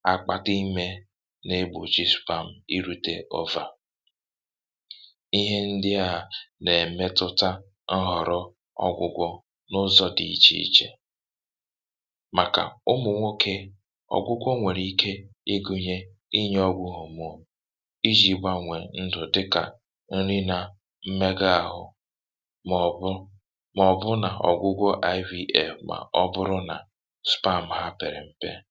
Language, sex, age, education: Igbo, male, 30-45, tertiary